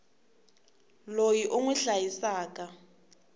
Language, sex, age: Tsonga, female, 24